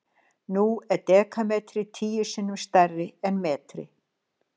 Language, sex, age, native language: Icelandic, female, 60-69, Icelandic